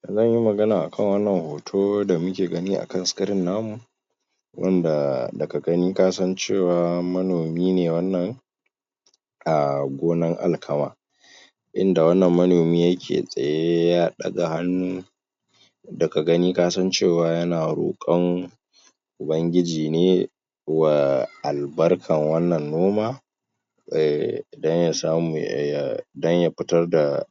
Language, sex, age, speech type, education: Hausa, male, 15-29, spontaneous, tertiary